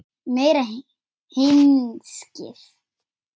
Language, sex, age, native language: Icelandic, female, 9, Icelandic